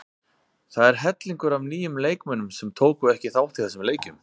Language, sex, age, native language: Icelandic, male, 30-39, Icelandic